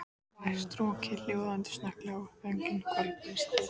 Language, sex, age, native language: Icelandic, female, 14, Icelandic